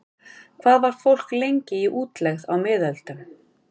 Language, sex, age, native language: Icelandic, female, 50-59, Icelandic